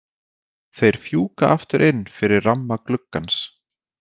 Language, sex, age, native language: Icelandic, male, 20-29, Icelandic